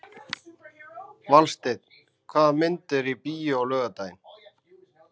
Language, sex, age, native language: Icelandic, male, 20-29, Icelandic